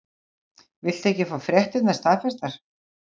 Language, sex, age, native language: Icelandic, female, 60-69, Icelandic